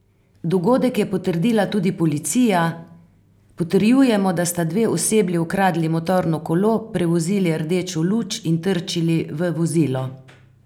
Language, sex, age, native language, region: Slovenian, female, 50-59, Slovenian, Carinthia region